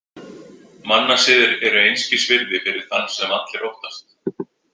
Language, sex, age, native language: Icelandic, male, 20-29, Icelandic